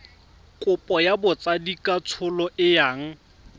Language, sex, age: Tswana, male, 31